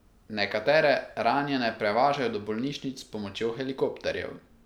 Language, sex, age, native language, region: Slovenian, male, 18-29, Slovenian, Pomurje region